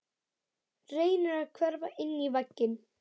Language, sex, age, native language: Icelandic, male, 11, Icelandic